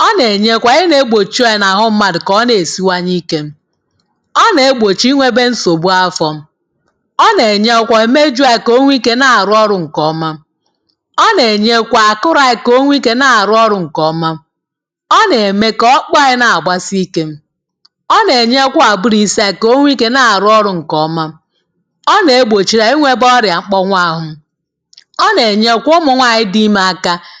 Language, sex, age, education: Igbo, female, 30-45, tertiary